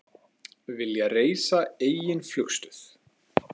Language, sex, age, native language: Icelandic, male, 20-29, Icelandic